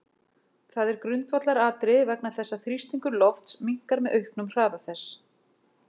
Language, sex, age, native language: Icelandic, female, 40-49, Icelandic